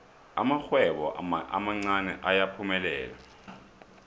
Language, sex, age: South Ndebele, male, 23